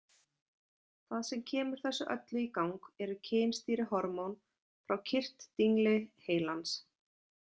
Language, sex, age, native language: Icelandic, female, 40-49, Icelandic